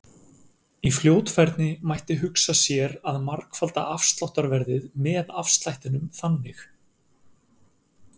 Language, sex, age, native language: Icelandic, male, 30-39, Icelandic